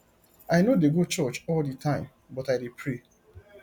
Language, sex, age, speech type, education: Nigerian Pidgin, male, 30-45, spontaneous, tertiary